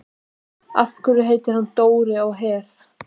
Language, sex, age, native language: Icelandic, female, 12, Icelandic